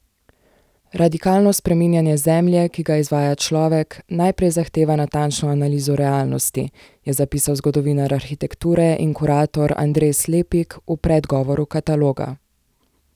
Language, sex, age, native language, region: Slovenian, female, 18-29, Slovenian, Zasavska region